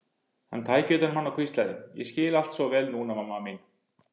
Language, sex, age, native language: Icelandic, male, 50-59, Icelandic